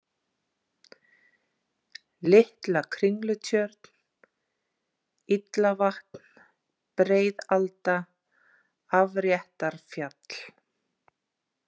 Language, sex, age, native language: Icelandic, female, 40-49, Icelandic